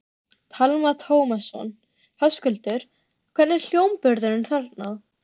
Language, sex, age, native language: Icelandic, female, 13, Icelandic